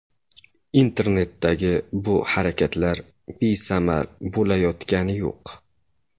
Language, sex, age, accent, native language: Uzbek, male, 25-34, Samarqand, Uzbek